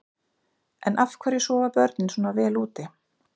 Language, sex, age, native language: Icelandic, female, 40-49, Icelandic